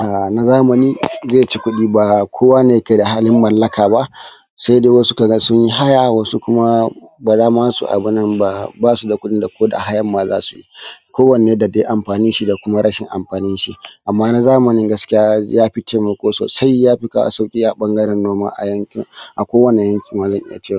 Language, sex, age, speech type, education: Hausa, male, 15-29, spontaneous, tertiary